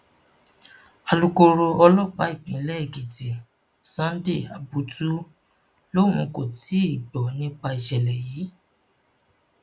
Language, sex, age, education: Yoruba, male, 15-29, tertiary